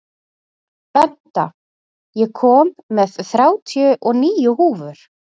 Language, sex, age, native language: Icelandic, female, 40-49, Icelandic